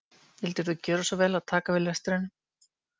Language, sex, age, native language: Icelandic, female, 50-59, Icelandic